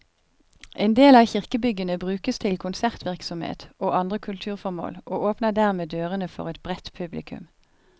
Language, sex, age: Norwegian, female, 50